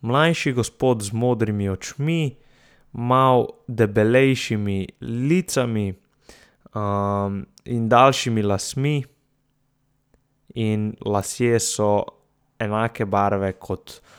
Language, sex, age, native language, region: Slovenian, male, 18-29, Slovenian, Southeast Slovenia